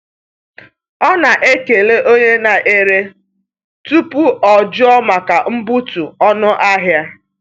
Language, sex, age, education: Igbo, female, 30-45, tertiary